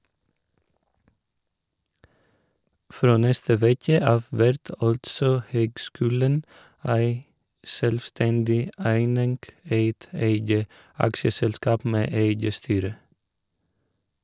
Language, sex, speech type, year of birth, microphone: Norwegian, male, read, 1986, Shure